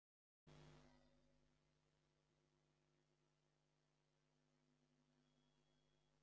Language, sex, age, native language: Icelandic, male, 50-59, Icelandic